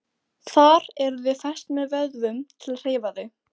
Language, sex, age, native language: Icelandic, female, 12, Icelandic